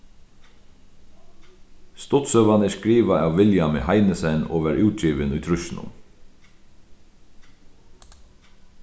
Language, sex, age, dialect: Faroese, male, 36-60, Sandoy